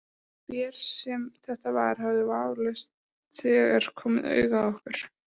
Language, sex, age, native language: Icelandic, female, 18-19, Icelandic